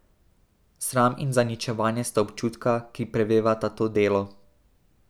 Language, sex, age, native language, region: Slovenian, male, 18-29, Slovenian, Drava region